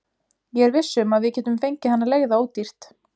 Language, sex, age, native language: Icelandic, female, 20-29, Icelandic